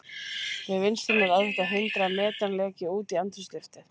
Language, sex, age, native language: Icelandic, female, 30-39, Icelandic